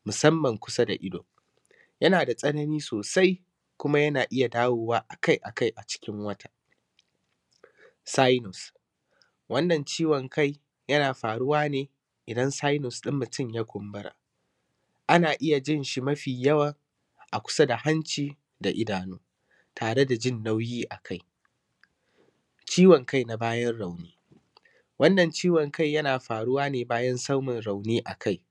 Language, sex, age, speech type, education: Hausa, male, 15-29, spontaneous, secondary